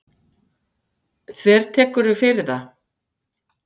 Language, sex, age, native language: Icelandic, female, 50-59, Icelandic